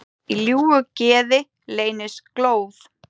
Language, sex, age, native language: Icelandic, female, 10, Icelandic